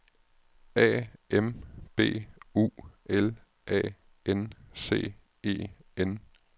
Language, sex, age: Danish, male, 36